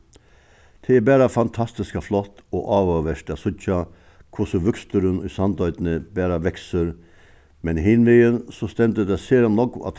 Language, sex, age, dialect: Faroese, male, 61+, Suðuroy